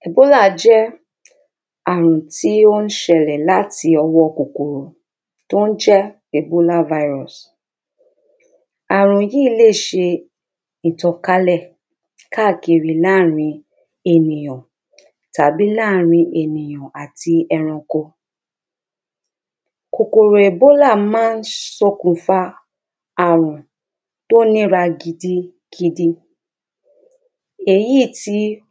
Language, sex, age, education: Yoruba, female, 30-45, primary